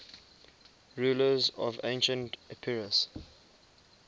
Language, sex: English, male